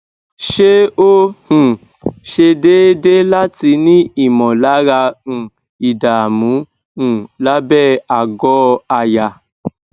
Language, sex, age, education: Yoruba, male, 15-29, tertiary